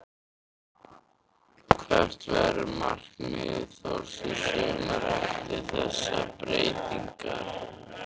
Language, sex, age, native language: Icelandic, male, 13, Icelandic